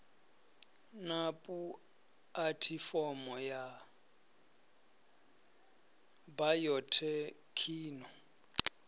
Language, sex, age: Venda, male, 34